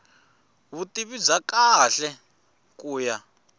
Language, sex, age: Tsonga, male, 21